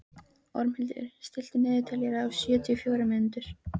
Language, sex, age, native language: Icelandic, female, 13, Icelandic